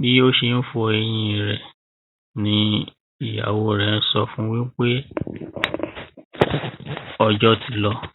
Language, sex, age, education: Yoruba, female, 15-29, tertiary